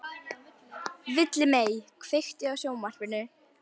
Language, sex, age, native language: Icelandic, female, 11, Icelandic